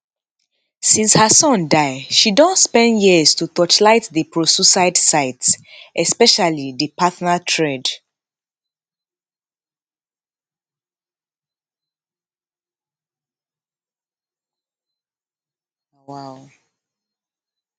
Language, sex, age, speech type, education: Nigerian Pidgin, female, 15-29, spontaneous, tertiary